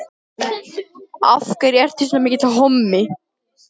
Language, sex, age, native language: Icelandic, male, 10, Icelandic